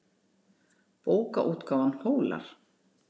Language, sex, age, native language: Icelandic, female, 60-69, Icelandic